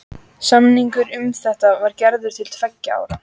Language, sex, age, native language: Icelandic, female, 14, Icelandic